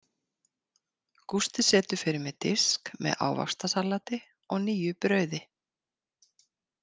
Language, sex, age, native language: Icelandic, female, 50-59, Icelandic